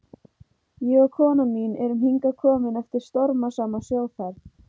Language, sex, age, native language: Icelandic, female, 14, Icelandic